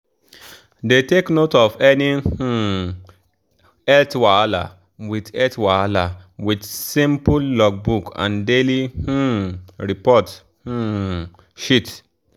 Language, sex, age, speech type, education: Nigerian Pidgin, male, 15-29, spontaneous, tertiary